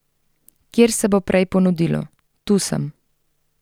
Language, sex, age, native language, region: Slovenian, female, 30-49, Slovenian, Central Slovenia